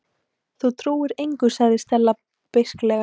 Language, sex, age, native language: Icelandic, female, 18-19, Icelandic